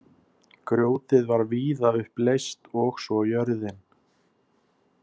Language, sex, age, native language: Icelandic, male, 30-39, Icelandic